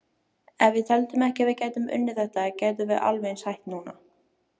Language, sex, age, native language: Icelandic, female, 18-19, Icelandic